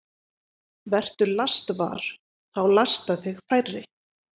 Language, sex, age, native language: Icelandic, female, 30-39, Icelandic